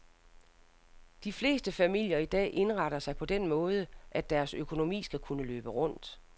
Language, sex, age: Danish, female, 60